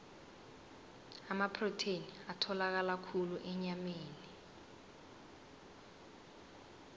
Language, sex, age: South Ndebele, female, 18